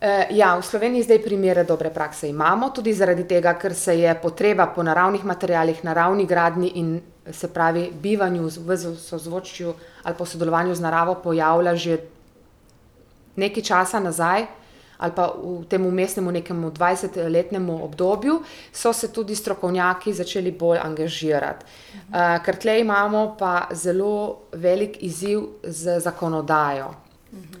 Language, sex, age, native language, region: Slovenian, female, 30-49, Slovenian, Primorsko-notranjska region